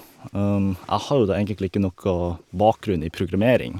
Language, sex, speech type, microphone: Norwegian, male, spontaneous, Shure